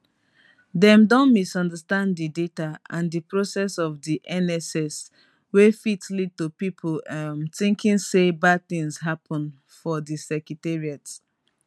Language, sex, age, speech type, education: Nigerian Pidgin, female, 30-45, spontaneous, tertiary